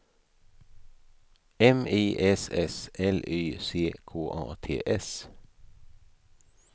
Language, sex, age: Swedish, male, 55